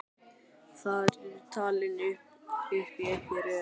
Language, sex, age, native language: Icelandic, male, 12, Icelandic